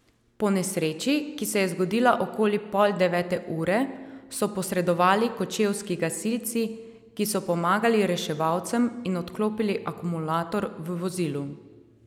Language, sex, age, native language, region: Slovenian, female, 30-49, Slovenian, Savinja region